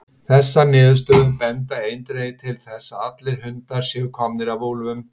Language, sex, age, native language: Icelandic, male, 60-69, Icelandic